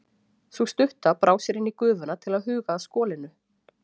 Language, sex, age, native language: Icelandic, female, 40-49, Icelandic